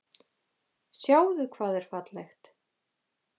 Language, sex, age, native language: Icelandic, female, 20-29, Icelandic